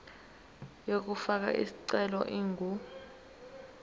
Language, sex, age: Zulu, female, 19